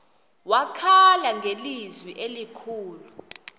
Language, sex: Xhosa, female